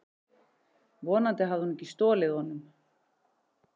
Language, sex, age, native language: Icelandic, male, 11, Icelandic